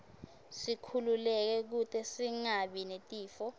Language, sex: Swati, female